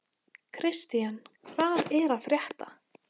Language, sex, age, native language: Icelandic, female, 14, Icelandic